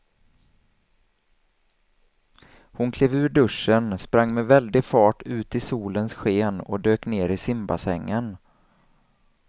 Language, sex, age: Swedish, male, 27